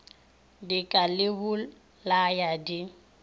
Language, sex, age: Northern Sotho, female, 23